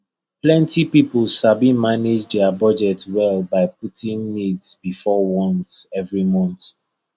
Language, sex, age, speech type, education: Nigerian Pidgin, male, 15-29, spontaneous, tertiary